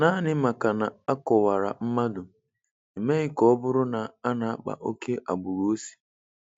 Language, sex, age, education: Igbo, male, 15-29, tertiary